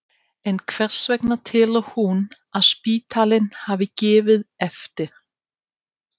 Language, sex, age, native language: Icelandic, female, 50-59, Danish